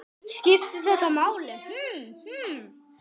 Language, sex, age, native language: Icelandic, male, 9, Icelandic